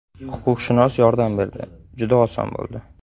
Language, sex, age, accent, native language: Uzbek, male, 19-29, Qashqadaryo, Uzbek